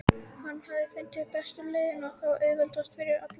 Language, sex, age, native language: Icelandic, female, 12, Icelandic